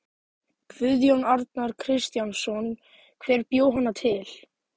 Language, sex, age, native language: Icelandic, male, 18-19, Icelandic